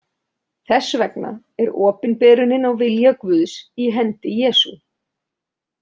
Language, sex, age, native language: Icelandic, female, 30-39, Icelandic